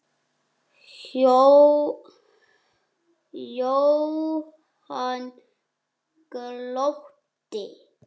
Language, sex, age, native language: Icelandic, male, 6, Icelandic